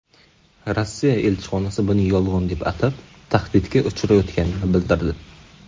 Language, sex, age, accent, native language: Uzbek, male, 18-24, Qashqadaryo, Uzbek